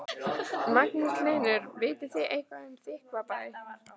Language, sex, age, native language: Icelandic, female, 14, Icelandic